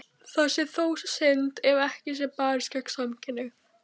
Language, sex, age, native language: Icelandic, female, 14, Icelandic